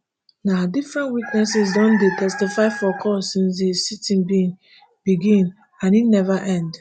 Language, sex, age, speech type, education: Nigerian Pidgin, female, 15-29, spontaneous, tertiary